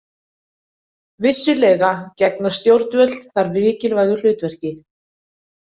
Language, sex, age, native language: Icelandic, female, 20-29, Icelandic